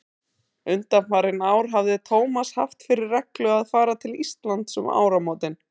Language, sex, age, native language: Icelandic, female, 30-39, Icelandic